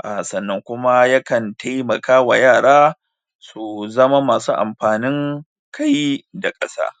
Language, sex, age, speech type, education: Hausa, male, 30-45, spontaneous, tertiary